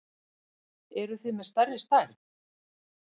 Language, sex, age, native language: Icelandic, female, 40-49, Icelandic